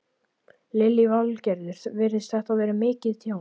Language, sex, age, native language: Icelandic, male, 11, Icelandic